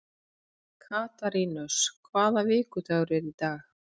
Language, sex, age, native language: Icelandic, female, 30-39, Icelandic